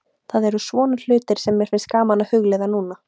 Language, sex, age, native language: Icelandic, female, 18-19, Icelandic